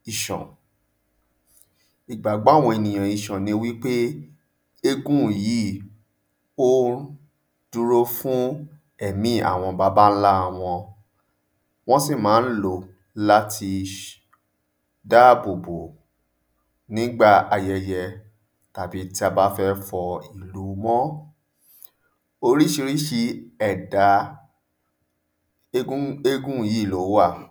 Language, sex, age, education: Yoruba, male, 30-45, tertiary